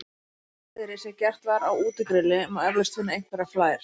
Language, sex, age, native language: Icelandic, female, 30-39, Icelandic